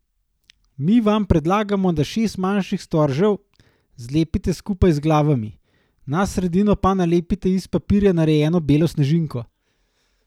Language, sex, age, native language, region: Slovenian, male, 30-49, Slovenian, Gorenjska region